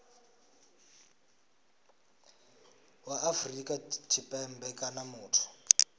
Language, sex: Venda, male